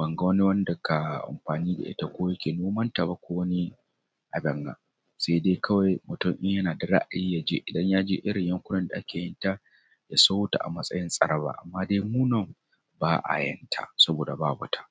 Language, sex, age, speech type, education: Hausa, male, 30-45, spontaneous, tertiary